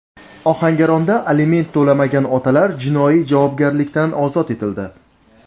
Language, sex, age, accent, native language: Uzbek, male, 19-29, Namangan, Uzbek